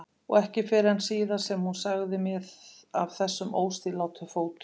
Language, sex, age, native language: Icelandic, female, 50-59, Icelandic